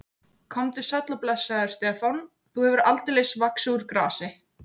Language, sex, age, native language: Icelandic, female, 18-19, Icelandic